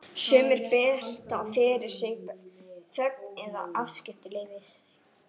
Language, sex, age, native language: Icelandic, female, 11, Icelandic